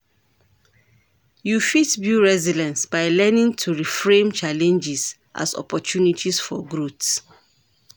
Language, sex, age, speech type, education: Nigerian Pidgin, female, 46-60, read, tertiary